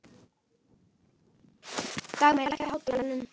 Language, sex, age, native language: Icelandic, female, 11, Icelandic